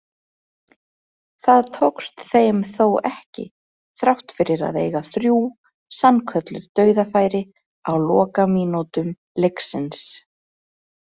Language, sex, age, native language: Icelandic, female, 30-39, Icelandic